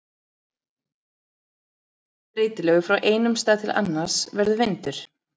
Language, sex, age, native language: Icelandic, female, 30-39, Icelandic